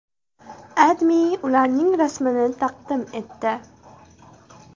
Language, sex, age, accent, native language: Uzbek, female, 18-24, Andijon, Uzbek